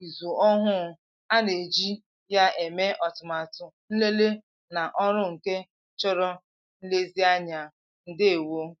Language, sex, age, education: Igbo, female, 15-29, tertiary